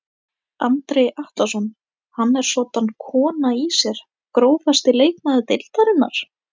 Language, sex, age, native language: Icelandic, female, 18-19, Icelandic